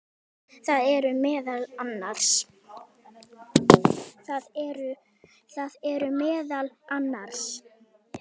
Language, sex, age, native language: Icelandic, female, 10, Icelandic